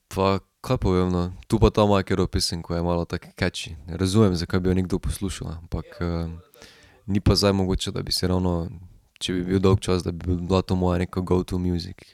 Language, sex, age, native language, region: Slovenian, male, 18-29, Slovenian, Drava region